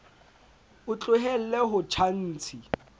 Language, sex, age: Southern Sotho, male, 20